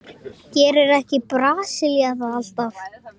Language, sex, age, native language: Icelandic, male, 8, Icelandic